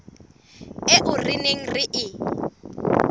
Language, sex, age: Southern Sotho, female, 25